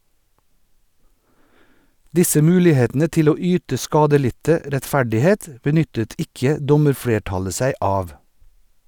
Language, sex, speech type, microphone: Norwegian, male, read, Sennheiser